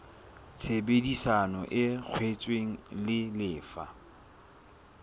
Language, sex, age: Southern Sotho, male, 24